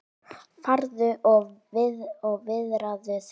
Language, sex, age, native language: Icelandic, female, 9, Icelandic